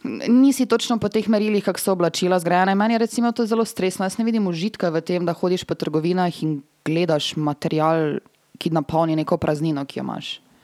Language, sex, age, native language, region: Slovenian, female, 18-29, Serbian, Drava region